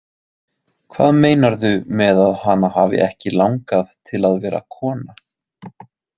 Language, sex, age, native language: Icelandic, male, 20-29, Icelandic